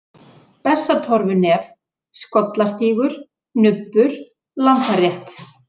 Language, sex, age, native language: Icelandic, female, 40-49, Icelandic